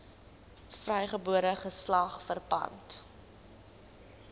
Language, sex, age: Afrikaans, female, 19